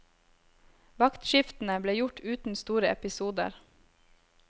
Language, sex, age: Norwegian, female, 26